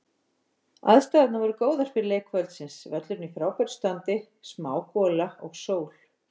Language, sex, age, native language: Icelandic, female, 50-59, Icelandic